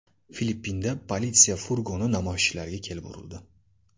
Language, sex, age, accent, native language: Uzbek, male, 18-24, Andijon, Uzbek